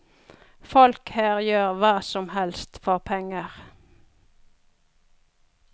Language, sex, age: Norwegian, female, 42